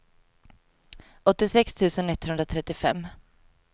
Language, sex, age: Swedish, female, 22